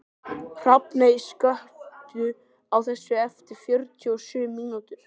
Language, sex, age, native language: Icelandic, male, 13, Icelandic